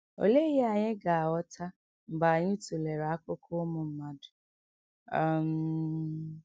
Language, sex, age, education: Igbo, female, 15-29, tertiary